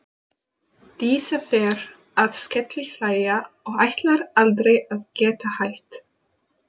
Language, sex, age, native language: Icelandic, female, 20-29, Polish